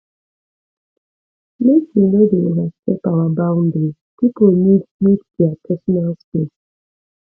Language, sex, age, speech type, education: Nigerian Pidgin, female, 15-29, spontaneous, tertiary